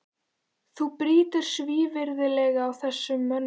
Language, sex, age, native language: Icelandic, female, 14, Icelandic